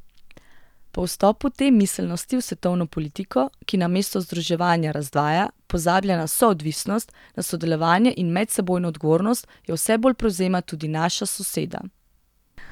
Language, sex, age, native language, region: Slovenian, female, 18-29, Slovenian, Gorenjska region